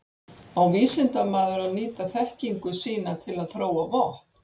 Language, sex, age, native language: Icelandic, female, 60-69, Icelandic